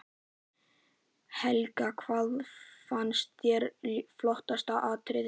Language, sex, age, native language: Icelandic, male, 11, Icelandic